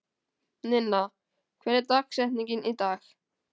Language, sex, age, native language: Icelandic, male, 18-19, Icelandic